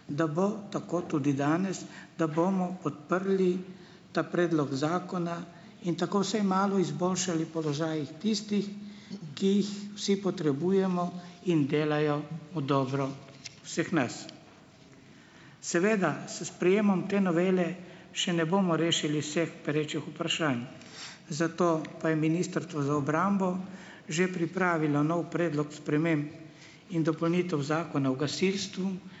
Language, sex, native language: Slovenian, male, Slovenian